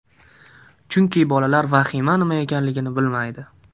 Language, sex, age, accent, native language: Uzbek, male, 18-24, Surxondaryo, Uzbek